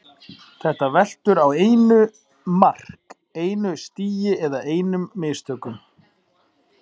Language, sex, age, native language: Icelandic, male, 40-49, Icelandic